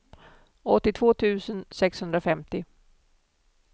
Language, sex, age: Swedish, female, 47